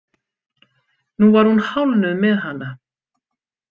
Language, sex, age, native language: Icelandic, female, 50-59, Icelandic